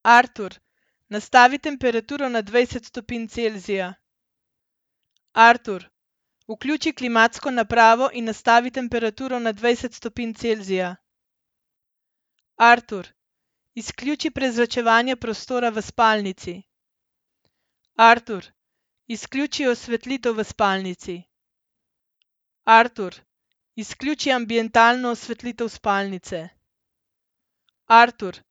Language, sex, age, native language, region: Slovenian, female, 30-49, Slovenian, Central Slovenia